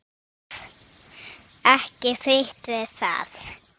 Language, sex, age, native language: Icelandic, female, 6, Icelandic